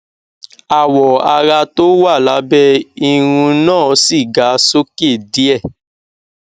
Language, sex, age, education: Yoruba, male, 15-29, tertiary